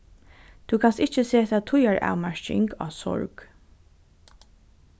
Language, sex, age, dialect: Faroese, female, 15-35, Norðurstreymoy/Eysturoy